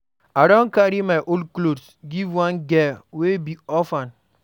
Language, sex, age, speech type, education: Nigerian Pidgin, male, 46-60, read, primary